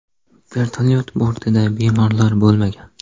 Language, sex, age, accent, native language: Uzbek, male, 12-17, Qoraqalpog'iston, Uzbek